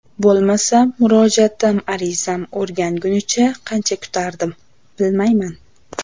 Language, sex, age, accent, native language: Uzbek, female, 18-24, Namangan, Uzbek